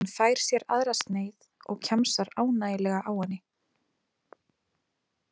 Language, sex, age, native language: Icelandic, female, 20-29, Icelandic